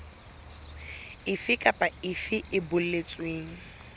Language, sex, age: Southern Sotho, female, 22